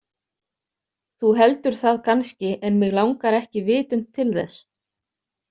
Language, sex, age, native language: Icelandic, other, 30-39, Icelandic